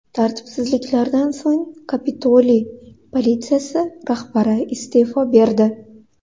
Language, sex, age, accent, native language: Uzbek, female, 19-29, Andijon, Uzbek